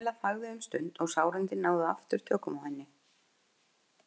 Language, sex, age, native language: Icelandic, female, 50-59, Icelandic